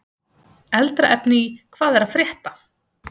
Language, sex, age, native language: Icelandic, female, 30-39, Icelandic